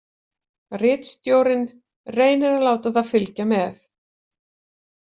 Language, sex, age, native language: Icelandic, female, 40-49, Icelandic